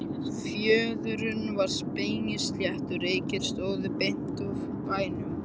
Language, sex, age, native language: Icelandic, male, 13, Icelandic